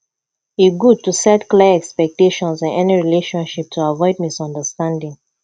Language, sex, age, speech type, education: Nigerian Pidgin, female, 15-29, spontaneous, tertiary